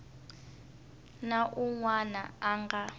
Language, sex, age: Tsonga, female, 19